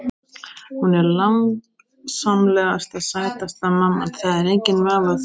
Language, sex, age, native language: Icelandic, female, 18-19, Icelandic